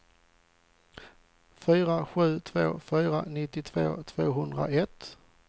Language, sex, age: Swedish, male, 40